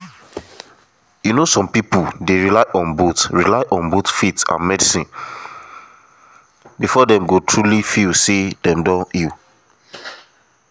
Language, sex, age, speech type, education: Nigerian Pidgin, male, 15-29, spontaneous, tertiary